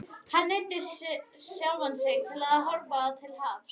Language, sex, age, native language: Icelandic, female, 11, Icelandic